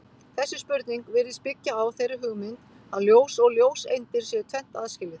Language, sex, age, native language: Icelandic, female, 50-59, Icelandic